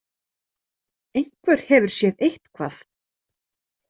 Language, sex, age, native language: Icelandic, female, 30-39, Icelandic